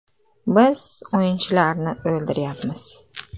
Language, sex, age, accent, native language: Uzbek, female, 35+, Andijon, Uzbek